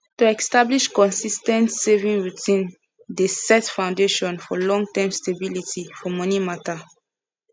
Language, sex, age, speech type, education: Nigerian Pidgin, female, 15-29, spontaneous, secondary